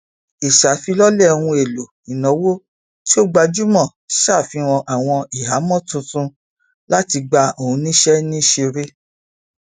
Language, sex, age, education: Yoruba, female, 46-60, tertiary